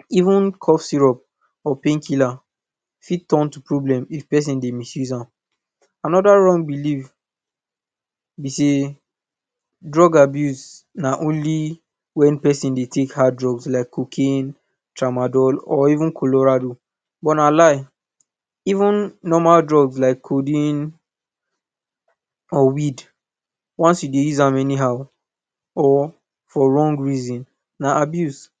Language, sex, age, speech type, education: Nigerian Pidgin, male, 15-29, spontaneous, tertiary